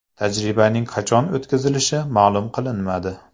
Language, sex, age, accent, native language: Uzbek, male, 35+, Andijon, Uzbek